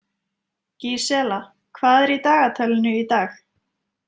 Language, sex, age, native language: Icelandic, female, 20-29, Icelandic